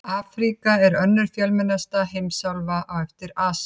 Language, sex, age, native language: Icelandic, female, 50-59, Icelandic